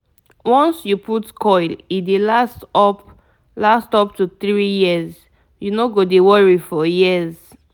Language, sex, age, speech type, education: Nigerian Pidgin, female, 15-29, spontaneous, tertiary